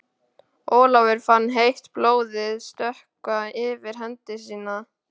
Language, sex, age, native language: Icelandic, male, 12, Icelandic